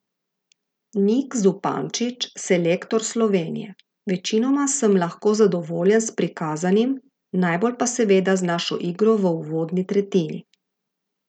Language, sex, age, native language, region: Slovenian, female, 50-59, Slovenian, Gorica region